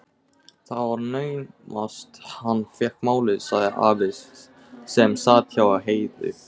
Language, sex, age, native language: Icelandic, male, 18-19, Icelandic